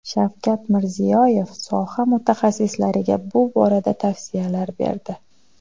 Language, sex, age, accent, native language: Uzbek, female, 30-39, Xorazm, Uzbek